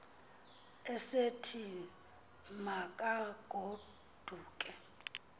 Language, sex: Xhosa, female